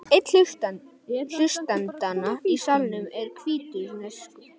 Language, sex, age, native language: Icelandic, male, 12, Icelandic